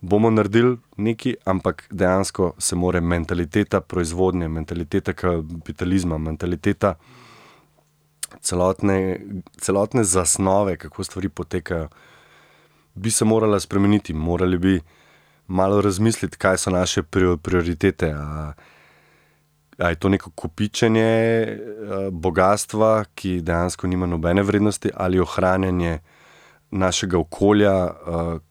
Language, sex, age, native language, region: Slovenian, male, 30-49, Slovenian, Central Slovenia